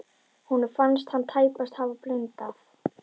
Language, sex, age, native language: Icelandic, female, 11, Icelandic